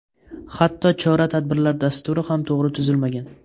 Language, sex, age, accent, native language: Uzbek, male, 18-24, Toshkent viloyati, Uzbek